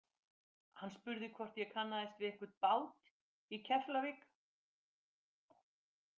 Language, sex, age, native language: Icelandic, female, 50-59, Icelandic